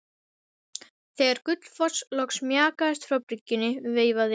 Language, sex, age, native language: Icelandic, female, 12, Icelandic